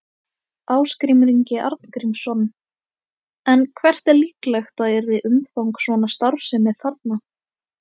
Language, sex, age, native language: Icelandic, female, 18-19, Icelandic